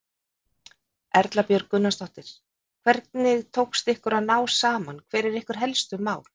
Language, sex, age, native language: Icelandic, female, 50-59, Icelandic